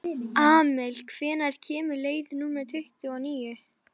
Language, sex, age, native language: Icelandic, female, 11, Icelandic